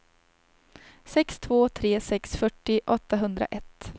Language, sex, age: Swedish, female, 30